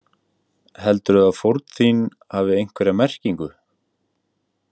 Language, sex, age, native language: Icelandic, male, 18-19, Icelandic